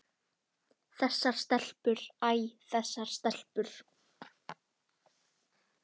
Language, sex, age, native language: Icelandic, female, 18-19, Icelandic